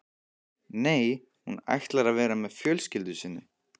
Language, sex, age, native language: Icelandic, male, 15, Icelandic